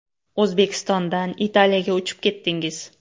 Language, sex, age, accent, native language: Uzbek, female, 18-24, Qoraqalpog'iston, Uzbek